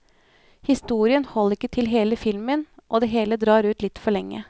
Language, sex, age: Norwegian, female, 24